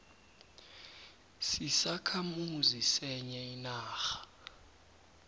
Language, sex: South Ndebele, male